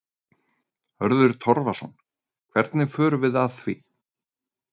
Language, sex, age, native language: Icelandic, male, 30-39, Icelandic